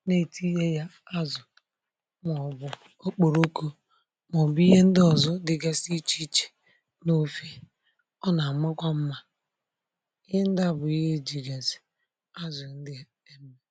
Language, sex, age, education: Igbo, male, 30-45, tertiary